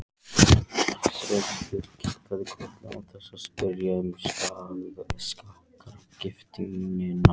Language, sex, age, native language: Icelandic, male, 14, Icelandic